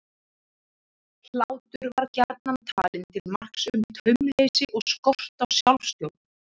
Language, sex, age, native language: Icelandic, female, 30-39, Icelandic